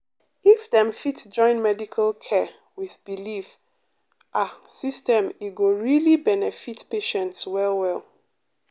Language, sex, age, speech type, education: Nigerian Pidgin, female, 30-45, spontaneous, tertiary